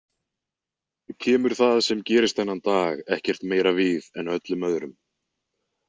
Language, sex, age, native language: Icelandic, male, 20-29, Icelandic